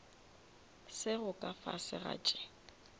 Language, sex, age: Northern Sotho, female, 24